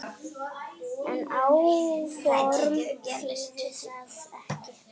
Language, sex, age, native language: Icelandic, female, 8, Icelandic